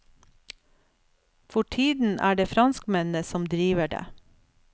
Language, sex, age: Norwegian, female, 47